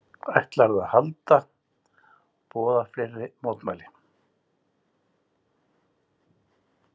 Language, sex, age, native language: Icelandic, male, 60-69, Icelandic